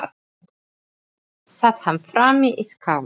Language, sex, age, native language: Icelandic, female, 7, English